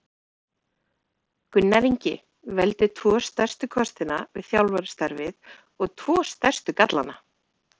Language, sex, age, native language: Icelandic, female, 30-39, Icelandic